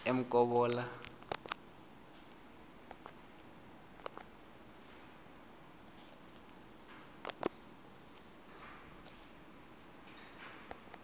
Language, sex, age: South Ndebele, male, 22